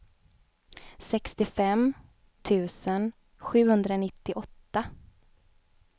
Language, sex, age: Swedish, female, 29